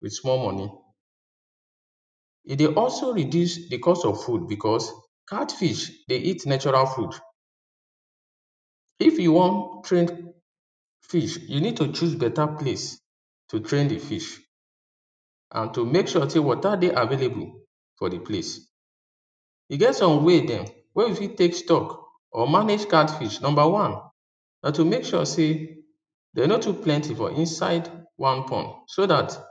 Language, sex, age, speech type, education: Nigerian Pidgin, female, 15-29, spontaneous, tertiary